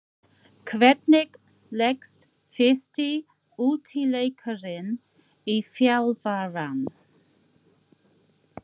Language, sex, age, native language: Icelandic, female, 40-49, English